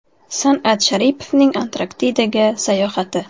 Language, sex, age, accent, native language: Uzbek, female, 18-24, Toshkent shahri, Uzbek